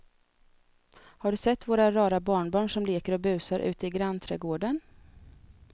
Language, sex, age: Swedish, female, 32